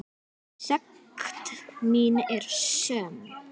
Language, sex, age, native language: Icelandic, female, 10, Icelandic